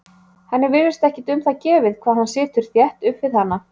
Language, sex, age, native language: Icelandic, female, 30-39, Icelandic